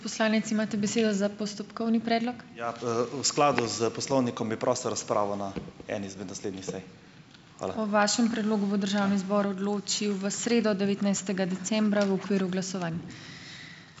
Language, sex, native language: Slovenian, male, Slovenian